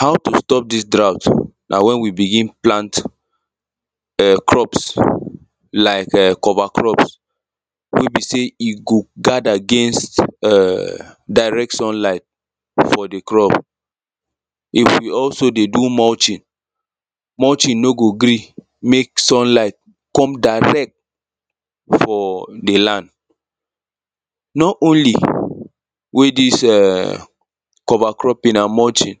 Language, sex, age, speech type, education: Nigerian Pidgin, male, 30-45, spontaneous, tertiary